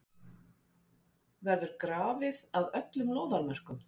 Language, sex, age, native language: Icelandic, female, 50-59, Icelandic